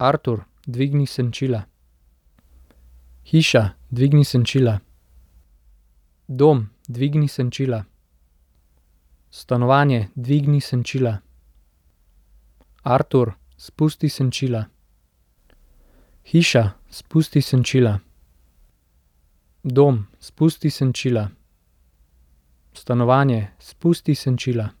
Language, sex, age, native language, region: Slovenian, male, 18-29, Slovenian, Central Slovenia